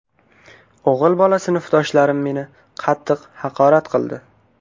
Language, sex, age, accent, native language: Uzbek, male, 19-29, Qashqadaryo, Uzbek